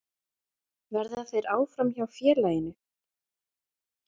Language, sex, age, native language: Icelandic, female, 20-29, Icelandic